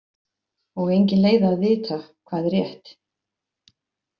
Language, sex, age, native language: Icelandic, female, 50-59, Icelandic